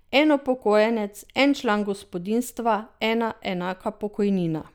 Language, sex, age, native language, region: Slovenian, female, 50-59, Slovenian, Drava region